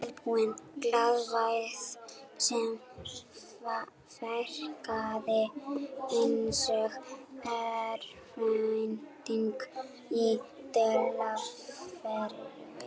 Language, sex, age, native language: Icelandic, female, 11, Icelandic